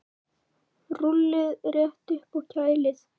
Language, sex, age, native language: Icelandic, male, 9, Icelandic